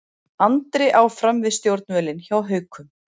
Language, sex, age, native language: Icelandic, female, 40-49, Icelandic